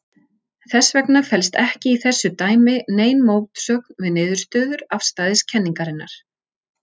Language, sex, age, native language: Icelandic, female, 40-49, Icelandic